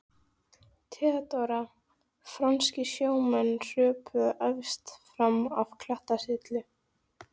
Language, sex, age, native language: Icelandic, female, 13, Icelandic